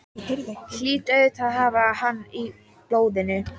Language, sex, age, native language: Icelandic, female, 14, Icelandic